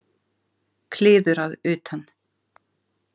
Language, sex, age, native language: Icelandic, female, 50-59, Icelandic